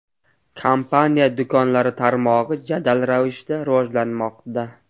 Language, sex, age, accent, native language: Uzbek, male, 25-34, Qashqadaryo, Uzbek